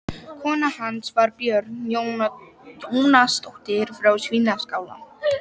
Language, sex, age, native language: Icelandic, female, 12, Icelandic